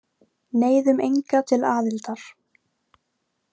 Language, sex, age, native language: Icelandic, female, 18-19, Icelandic